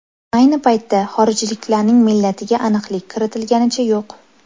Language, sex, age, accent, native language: Uzbek, female, 18-24, Toshkent shahri, Uzbek